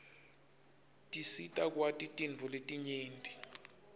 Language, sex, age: Swati, male, 25